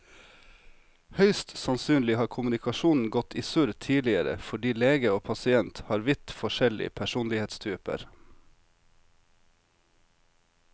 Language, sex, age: Norwegian, male, 36